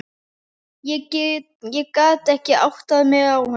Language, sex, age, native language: Icelandic, female, 11, Icelandic